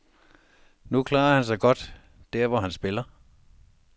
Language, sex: Danish, male